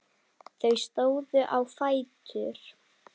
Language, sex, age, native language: Icelandic, female, 10, Icelandic